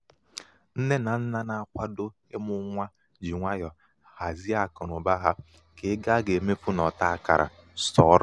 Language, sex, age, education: Igbo, male, 15-29, tertiary